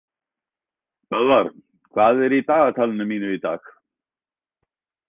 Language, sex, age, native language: Icelandic, male, 60-69, Icelandic